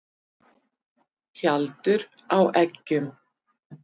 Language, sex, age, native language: Icelandic, female, 50-59, Icelandic